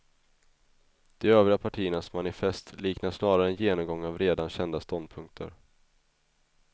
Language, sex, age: Swedish, male, 21